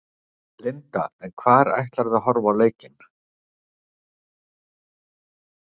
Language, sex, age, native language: Icelandic, male, 50-59, Icelandic